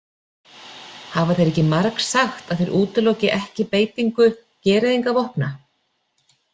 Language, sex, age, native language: Icelandic, female, 40-49, Icelandic